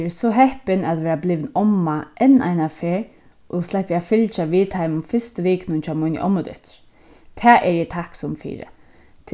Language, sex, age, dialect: Faroese, female, 15-35, Suðurstreymoy